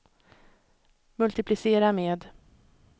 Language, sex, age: Swedish, female, 31